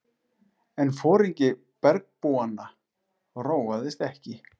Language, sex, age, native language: Icelandic, male, 40-49, Icelandic